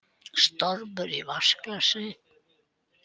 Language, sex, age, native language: Icelandic, female, 80-89, Icelandic